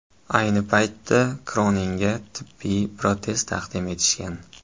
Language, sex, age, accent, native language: Uzbek, male, 18-24, Samarqand, Uzbek